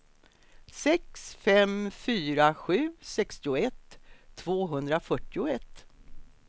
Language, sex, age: Swedish, female, 63